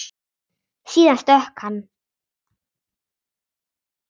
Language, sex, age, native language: Icelandic, female, 10, Icelandic